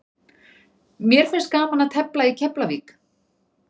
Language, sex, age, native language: Icelandic, female, 40-49, Icelandic